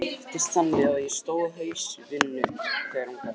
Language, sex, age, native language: Icelandic, male, 40-49, Icelandic